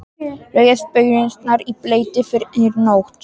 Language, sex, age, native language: Icelandic, male, 18-19, Polish